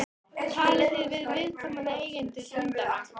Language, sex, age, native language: Icelandic, female, 13, Icelandic